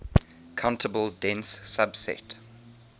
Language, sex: English, male